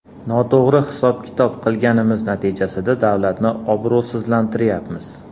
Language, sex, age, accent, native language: Uzbek, male, 40-49, Andijon, Uzbek